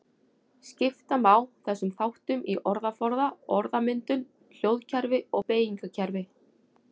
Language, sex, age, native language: Icelandic, female, 40-49, Icelandic